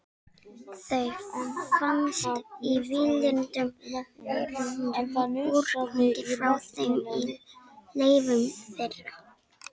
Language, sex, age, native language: Icelandic, female, 18-19, Icelandic